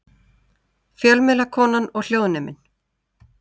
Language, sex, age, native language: Icelandic, female, 30-39, Icelandic